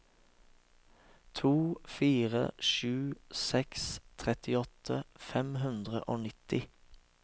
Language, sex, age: Norwegian, male, 36